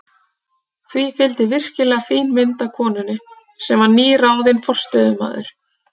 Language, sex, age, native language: Icelandic, female, 30-39, Icelandic